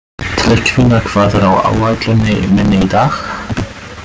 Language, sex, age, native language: Icelandic, male, 20-29, German